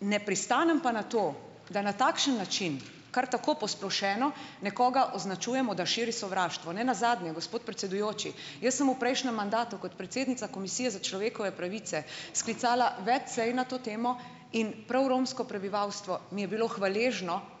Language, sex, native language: Slovenian, female, Slovenian